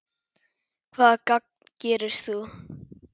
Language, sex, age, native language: Icelandic, female, 10, Icelandic